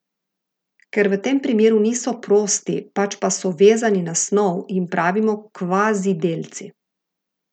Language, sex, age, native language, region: Slovenian, female, 50-59, Slovenian, Gorica region